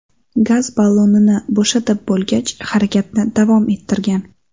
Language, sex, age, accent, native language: Uzbek, female, 18-24, Sirdaryo, Uzbek